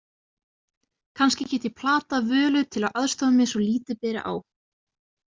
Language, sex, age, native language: Icelandic, female, 20-29, Icelandic